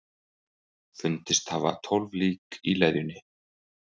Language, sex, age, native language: Icelandic, male, 20-29, Icelandic